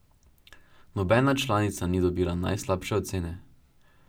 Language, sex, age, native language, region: Slovenian, male, 12-17, Slovenian, Drava region